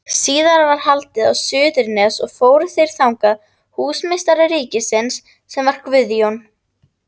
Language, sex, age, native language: Icelandic, female, 40-49, Icelandic